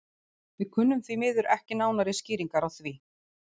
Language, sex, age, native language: Icelandic, female, 40-49, Icelandic